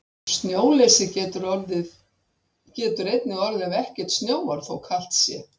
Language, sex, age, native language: Icelandic, female, 60-69, Icelandic